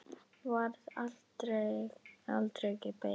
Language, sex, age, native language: Icelandic, female, 10, Icelandic